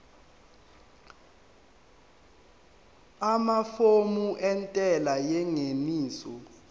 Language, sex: Zulu, male